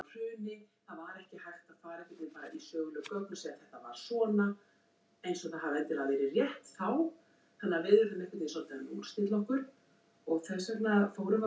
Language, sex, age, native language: Icelandic, male, 60-69, Icelandic